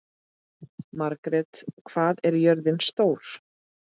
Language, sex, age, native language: Icelandic, female, 30-39, Icelandic